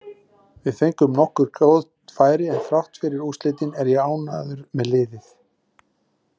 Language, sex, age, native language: Icelandic, male, 40-49, Icelandic